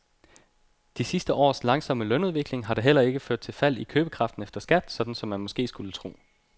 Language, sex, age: Danish, male, 29